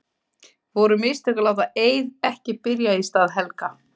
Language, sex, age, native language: Icelandic, female, 50-59, Icelandic